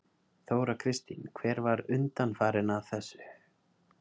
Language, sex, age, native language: Icelandic, male, 30-39, Icelandic